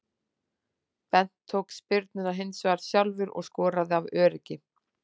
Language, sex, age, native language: Icelandic, female, 40-49, Icelandic